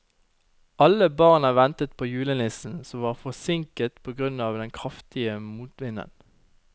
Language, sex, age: Norwegian, male, 29